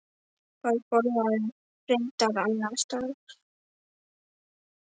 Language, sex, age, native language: Icelandic, male, 10, Icelandic